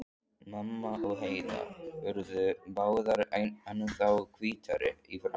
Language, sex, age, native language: Icelandic, male, 14, Icelandic